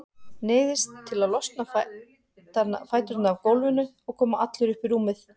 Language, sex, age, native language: Icelandic, female, 40-49, Icelandic